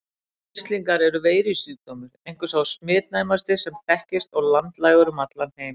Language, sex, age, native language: Icelandic, female, 60-69, Icelandic